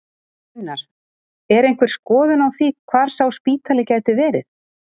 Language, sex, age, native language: Icelandic, female, 30-39, Icelandic